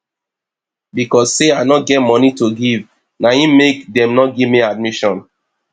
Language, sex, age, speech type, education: Nigerian Pidgin, male, 30-45, spontaneous, tertiary